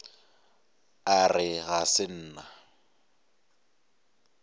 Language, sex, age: Northern Sotho, male, 23